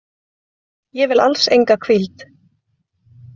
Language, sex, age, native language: Icelandic, female, 20-29, Icelandic